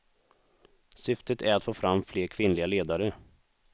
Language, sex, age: Swedish, male, 26